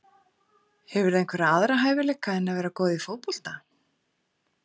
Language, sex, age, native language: Icelandic, female, 40-49, Icelandic